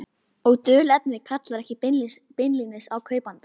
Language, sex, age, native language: Icelandic, female, 11, Icelandic